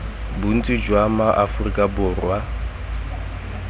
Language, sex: Tswana, male